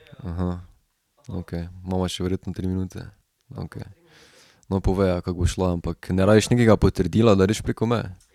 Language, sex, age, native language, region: Slovenian, male, 18-29, Slovenian, Drava region